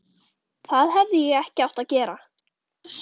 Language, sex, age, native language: Icelandic, female, 13, Icelandic